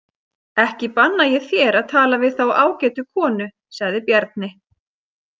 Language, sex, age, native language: Icelandic, female, 30-39, Icelandic